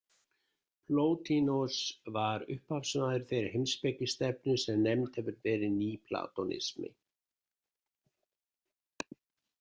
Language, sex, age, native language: Icelandic, male, 70-79, Icelandic